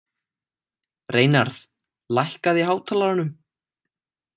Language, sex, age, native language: Icelandic, male, 18-19, Icelandic